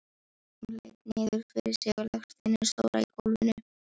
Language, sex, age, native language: Icelandic, female, 13, Icelandic